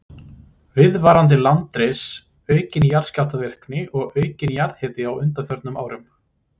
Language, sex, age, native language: Icelandic, male, 30-39, Icelandic